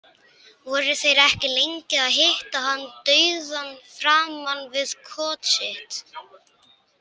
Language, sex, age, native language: Icelandic, male, 18-19, Icelandic